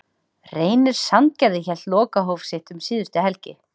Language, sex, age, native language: Icelandic, female, 40-49, Icelandic